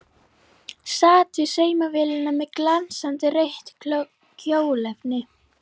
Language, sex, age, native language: Icelandic, female, 11, Icelandic